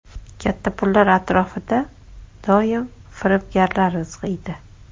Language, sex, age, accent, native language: Uzbek, female, 25-34, Toshkent shahri, Uzbek